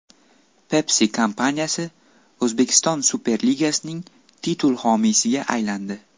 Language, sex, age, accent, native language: Uzbek, male, 18-24, Buxoro, Uzbek